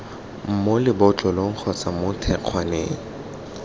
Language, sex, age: Tswana, male, 21